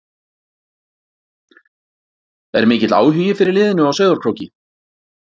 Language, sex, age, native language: Icelandic, male, 40-49, Icelandic